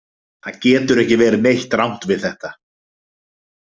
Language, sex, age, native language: Icelandic, male, 20-29, Icelandic